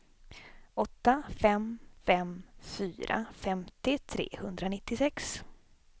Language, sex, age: Swedish, female, 26